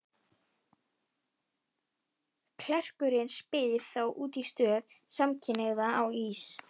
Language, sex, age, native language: Icelandic, female, 12, Icelandic